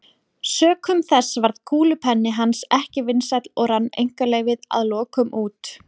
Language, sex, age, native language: Icelandic, female, 40-49, Icelandic